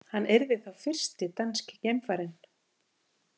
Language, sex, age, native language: Icelandic, female, 50-59, Icelandic